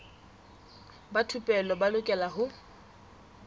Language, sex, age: Southern Sotho, female, 20